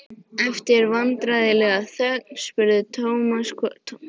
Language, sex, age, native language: Icelandic, female, 14, Icelandic